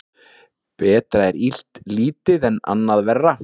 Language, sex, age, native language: Icelandic, male, 40-49, Icelandic